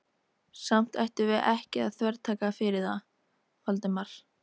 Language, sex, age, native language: Icelandic, female, 13, Icelandic